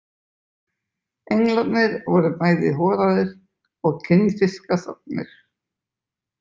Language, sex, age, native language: Icelandic, male, 20-29, Icelandic